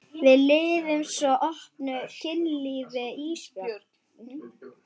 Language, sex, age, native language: Icelandic, female, 12, Swedish